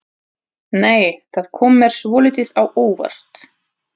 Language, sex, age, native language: Icelandic, female, 30-39, Russian